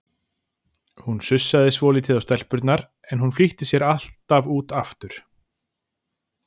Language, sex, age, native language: Icelandic, male, 40-49, Icelandic